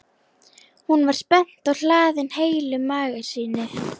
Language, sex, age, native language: Icelandic, female, 11, Icelandic